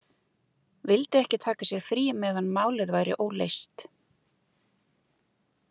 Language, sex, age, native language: Icelandic, female, 30-39, Icelandic